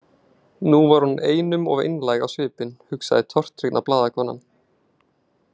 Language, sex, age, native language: Icelandic, male, 20-29, Icelandic